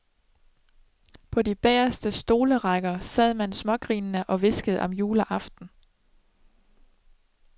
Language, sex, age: Danish, female, 27